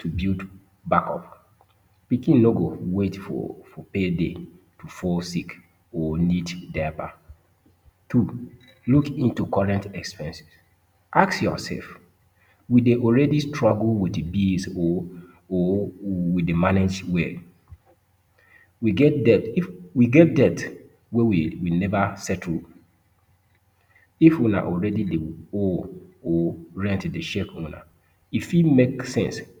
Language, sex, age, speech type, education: Nigerian Pidgin, male, 30-45, spontaneous, tertiary